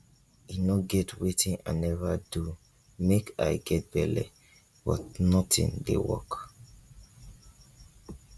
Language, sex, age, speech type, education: Nigerian Pidgin, female, 15-29, spontaneous, tertiary